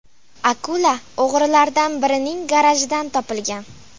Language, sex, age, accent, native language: Uzbek, female, 12-17, Farg'ona, Uzbek